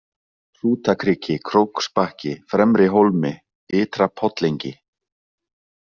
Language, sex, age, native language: Icelandic, male, 20-29, Icelandic